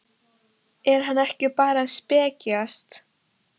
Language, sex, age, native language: Icelandic, female, 13, Polish